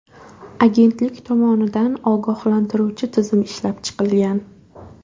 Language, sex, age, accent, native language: Uzbek, female, 18-24, Buxoro, Uzbek